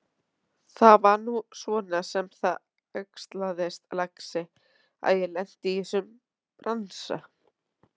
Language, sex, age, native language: Icelandic, female, 30-39, Icelandic